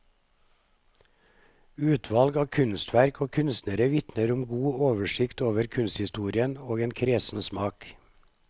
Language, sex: Norwegian, male